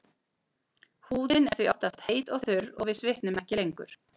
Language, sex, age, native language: Icelandic, female, 40-49, Icelandic